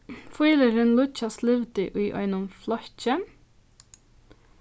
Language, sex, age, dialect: Faroese, female, 15-35, Norðurstreymoy/Eysturoy